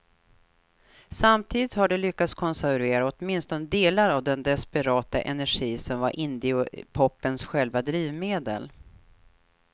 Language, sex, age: Swedish, female, 43